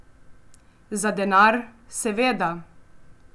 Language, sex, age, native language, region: Slovenian, female, 18-29, Slovenian, Coastal Karst region